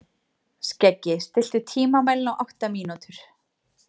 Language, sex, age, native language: Icelandic, female, 40-49, Icelandic